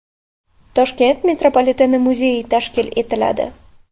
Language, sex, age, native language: Uzbek, female, 18-24, Uzbek